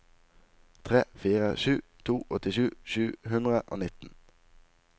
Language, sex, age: Norwegian, male, 19